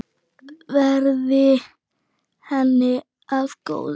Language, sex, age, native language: Icelandic, female, 9, Icelandic